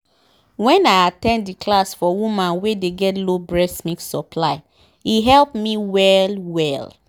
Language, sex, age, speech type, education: Nigerian Pidgin, female, 15-29, spontaneous, tertiary